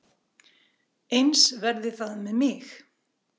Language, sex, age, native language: Icelandic, female, 40-49, Icelandic